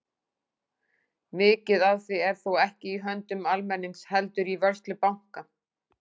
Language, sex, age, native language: Icelandic, female, 40-49, Icelandic